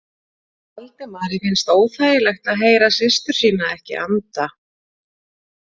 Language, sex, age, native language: Icelandic, female, 40-49, Icelandic